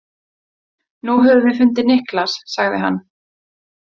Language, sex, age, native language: Icelandic, female, 20-29, Icelandic